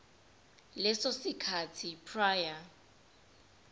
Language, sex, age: Zulu, female, 25